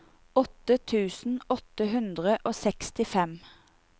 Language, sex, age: Norwegian, female, 28